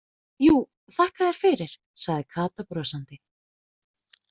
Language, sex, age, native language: Icelandic, female, 20-29, Icelandic